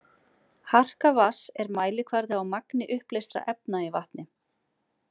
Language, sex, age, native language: Icelandic, female, 20-29, Icelandic